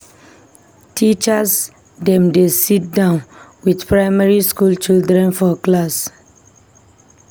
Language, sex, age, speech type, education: Nigerian Pidgin, female, 15-29, read, tertiary